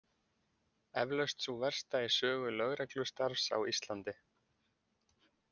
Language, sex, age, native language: Icelandic, male, 20-29, Icelandic